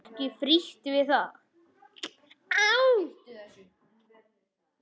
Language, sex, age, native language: Icelandic, male, 10, Icelandic